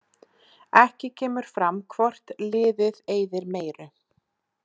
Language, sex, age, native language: Icelandic, female, 20-29, Icelandic